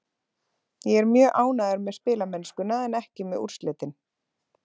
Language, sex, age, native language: Icelandic, female, 30-39, Icelandic